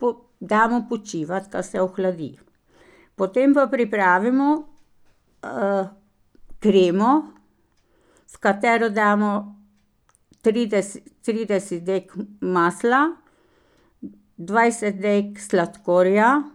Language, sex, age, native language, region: Slovenian, female, 60+, Slovenian, Pomurje region